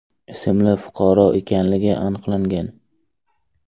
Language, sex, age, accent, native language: Uzbek, male, 18-24, Samarqand, Uzbek